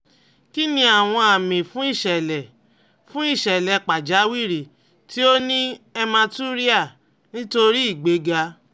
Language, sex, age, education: Yoruba, female, 30-45, tertiary